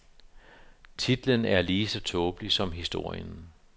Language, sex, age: Danish, male, 52